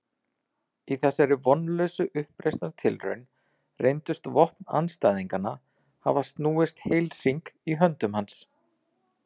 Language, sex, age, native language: Icelandic, male, 40-49, Icelandic